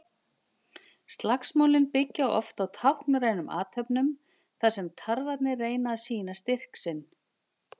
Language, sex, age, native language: Icelandic, female, 50-59, Icelandic